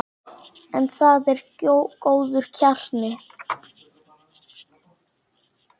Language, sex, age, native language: Icelandic, male, 9, Icelandic